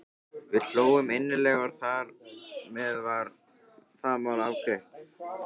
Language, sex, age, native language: Icelandic, male, 13, Icelandic